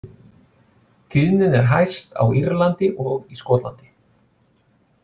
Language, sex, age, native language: Icelandic, male, 40-49, Icelandic